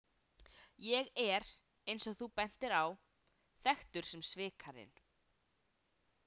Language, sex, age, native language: Icelandic, female, 18-19, Icelandic